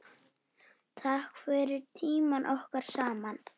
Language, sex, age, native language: Icelandic, female, 6, Icelandic